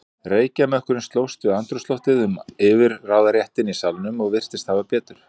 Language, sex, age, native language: Icelandic, male, 40-49, Icelandic